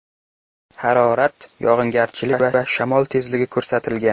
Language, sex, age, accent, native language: Uzbek, male, 18-24, Qashqadaryo, Uzbek